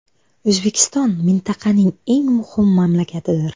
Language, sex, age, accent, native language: Uzbek, female, 19-29, Buxoro, Uzbek